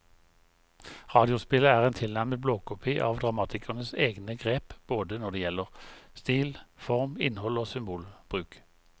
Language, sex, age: Norwegian, male, 51